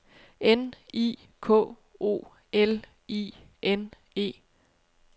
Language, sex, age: Danish, female, 30